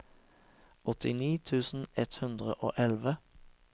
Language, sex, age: Norwegian, male, 36